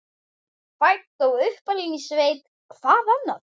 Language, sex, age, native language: Icelandic, female, 11, Icelandic